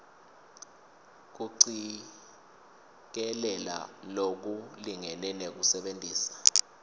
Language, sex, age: Swati, male, 22